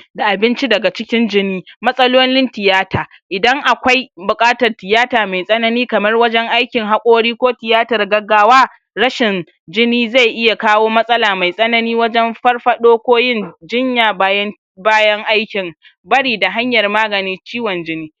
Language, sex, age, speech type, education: Hausa, male, 46-60, spontaneous, tertiary